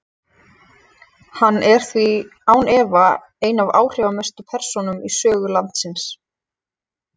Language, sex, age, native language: Icelandic, female, 20-29, Icelandic